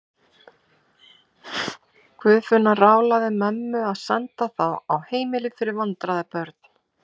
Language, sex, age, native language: Icelandic, male, 11, Icelandic